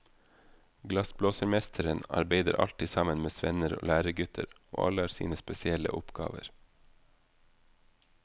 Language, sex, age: Norwegian, male, 32